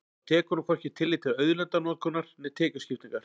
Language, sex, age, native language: Icelandic, male, 40-49, Icelandic